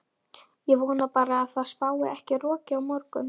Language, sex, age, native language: Icelandic, female, 11, Icelandic